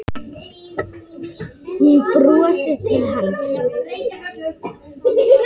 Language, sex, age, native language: Icelandic, female, 8, Icelandic